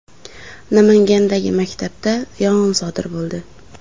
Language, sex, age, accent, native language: Uzbek, female, under 19, Samarqand, Uzbek